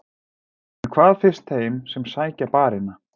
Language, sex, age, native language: Icelandic, male, 40-49, Icelandic